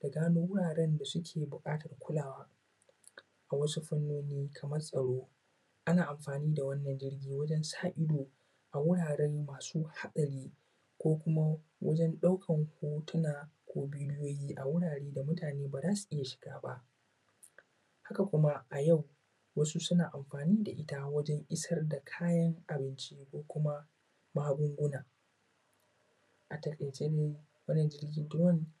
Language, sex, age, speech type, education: Hausa, male, 15-29, spontaneous, tertiary